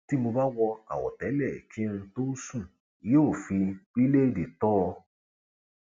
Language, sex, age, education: Yoruba, male, 30-45, tertiary